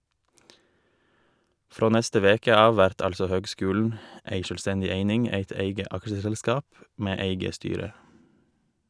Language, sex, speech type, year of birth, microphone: Norwegian, male, read, 1988, Shure